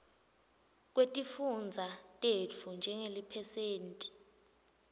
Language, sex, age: Swati, female, 20